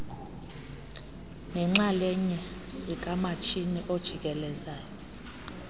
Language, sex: Xhosa, female